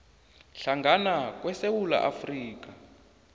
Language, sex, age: South Ndebele, male, 22